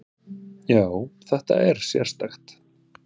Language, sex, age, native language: Icelandic, male, 30-39, Icelandic